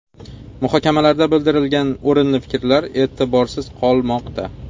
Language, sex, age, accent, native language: Uzbek, male, 25-34, Xorazm, Uzbek